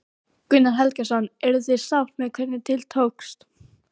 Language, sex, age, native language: Icelandic, female, 12, Icelandic